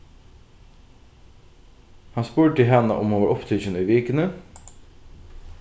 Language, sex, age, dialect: Faroese, male, 15-35, Norðuroyggjar